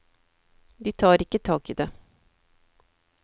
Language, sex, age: Norwegian, female, 54